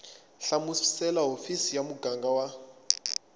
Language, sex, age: Tsonga, male, 24